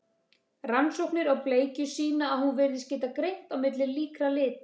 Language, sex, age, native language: Icelandic, female, 30-39, Icelandic